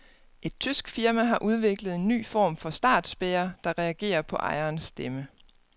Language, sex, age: Danish, female, 29